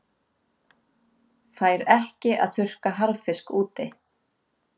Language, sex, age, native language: Icelandic, female, 30-39, Icelandic